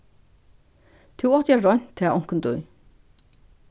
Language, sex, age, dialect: Faroese, female, 61+, Suðurstreymoy